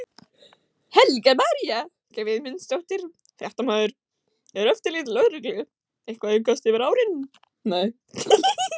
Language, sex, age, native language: Icelandic, female, 16, Icelandic